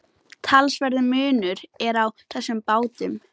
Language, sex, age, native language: Icelandic, female, 18-19, Icelandic